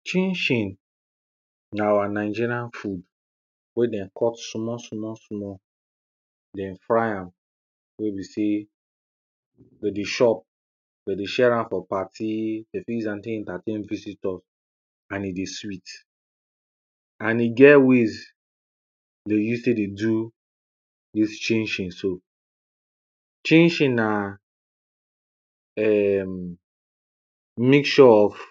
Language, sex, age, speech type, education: Nigerian Pidgin, male, 15-29, spontaneous, primary